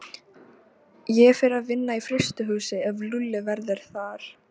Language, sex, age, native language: Icelandic, female, 13, Icelandic